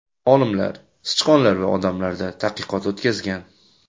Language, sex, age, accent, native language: Uzbek, male, 25-34, Andijon, Uzbek